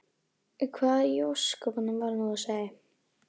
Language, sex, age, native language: Icelandic, female, 11, Icelandic